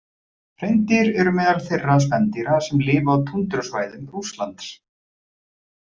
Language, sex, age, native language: Icelandic, male, 40-49, Icelandic